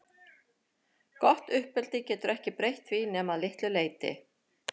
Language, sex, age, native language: Icelandic, female, 50-59, Icelandic